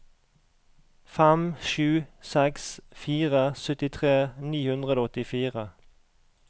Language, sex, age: Norwegian, male, 38